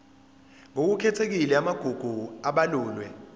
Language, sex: Zulu, female